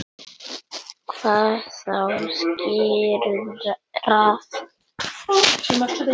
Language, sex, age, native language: Icelandic, male, 9, Icelandic